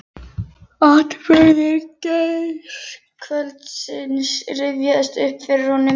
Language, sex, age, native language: Icelandic, female, 11, Icelandic